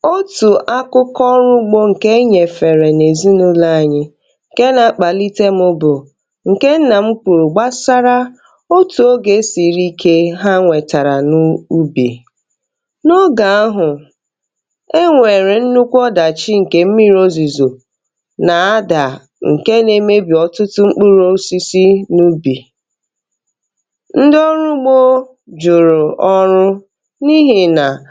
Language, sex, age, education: Igbo, female, 15-29, tertiary